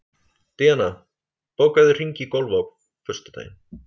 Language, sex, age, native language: Icelandic, male, 30-39, Icelandic